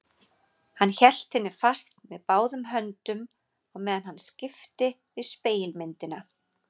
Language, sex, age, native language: Icelandic, female, 40-49, Icelandic